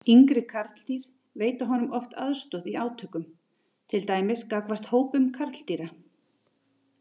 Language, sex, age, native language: Icelandic, female, 30-39, Icelandic